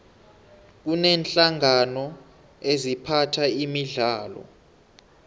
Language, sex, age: South Ndebele, male, 23